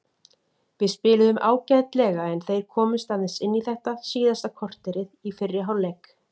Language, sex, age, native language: Icelandic, female, 40-49, Icelandic